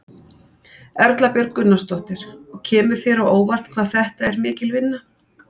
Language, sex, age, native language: Icelandic, female, 50-59, Icelandic